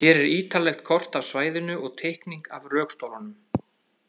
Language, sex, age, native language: Icelandic, male, 30-39, Icelandic